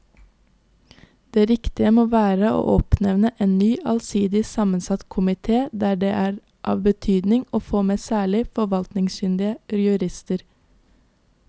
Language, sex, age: Norwegian, female, 22